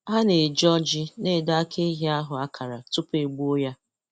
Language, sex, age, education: Igbo, female, 15-29, tertiary